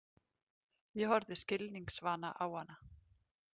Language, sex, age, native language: Icelandic, female, 30-39, Icelandic